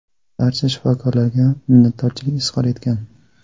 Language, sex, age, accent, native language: Uzbek, male, 19-29, Surxondaryo, Uzbek